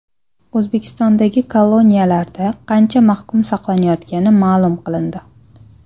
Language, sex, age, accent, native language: Uzbek, female, 19-29, Namangan, Uzbek